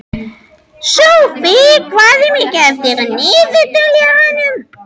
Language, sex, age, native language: Icelandic, other, 13, French